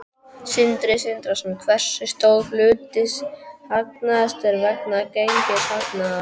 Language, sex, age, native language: Icelandic, male, 12, Icelandic